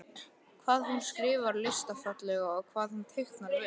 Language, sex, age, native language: Icelandic, male, 11, Icelandic